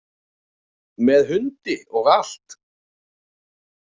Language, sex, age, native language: Icelandic, male, 40-49, Icelandic